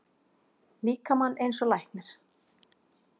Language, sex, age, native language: Icelandic, female, 40-49, Icelandic